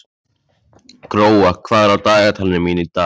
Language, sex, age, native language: Icelandic, male, 14, Icelandic